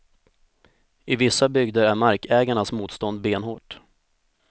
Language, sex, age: Swedish, male, 25